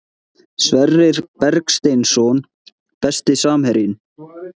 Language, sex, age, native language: Icelandic, male, 20-29, Icelandic